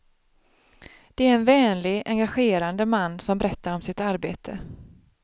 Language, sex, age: Swedish, female, 31